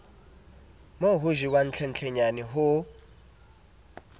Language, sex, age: Southern Sotho, male, 27